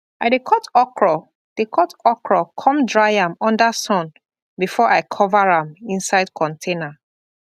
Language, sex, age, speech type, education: Nigerian Pidgin, female, 15-29, spontaneous, tertiary